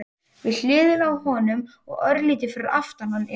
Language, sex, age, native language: Icelandic, male, 18-19, Icelandic